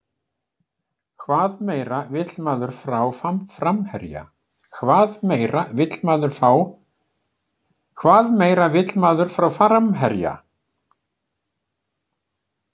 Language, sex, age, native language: Icelandic, male, 60-69, Icelandic